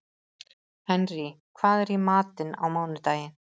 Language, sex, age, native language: Icelandic, female, 30-39, Icelandic